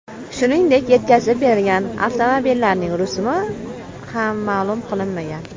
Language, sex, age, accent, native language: Uzbek, female, under 19, Toshkent viloyati, Uzbek